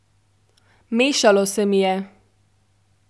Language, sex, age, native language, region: Slovenian, female, 12-17, Slovenian, Central Slovenia